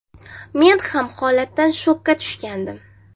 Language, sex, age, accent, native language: Uzbek, female, 19-29, Jizzax, Uzbek